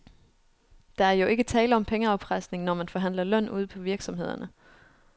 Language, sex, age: Danish, female, 29